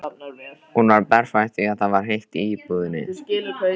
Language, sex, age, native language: Icelandic, male, 13, Icelandic